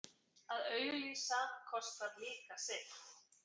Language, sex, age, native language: Icelandic, female, 40-49, Icelandic